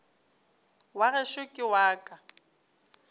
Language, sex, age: Northern Sotho, female, 29